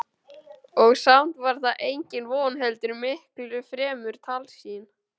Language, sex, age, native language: Icelandic, male, 12, Icelandic